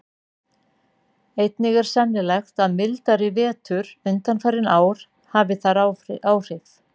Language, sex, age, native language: Icelandic, female, 60-69, Icelandic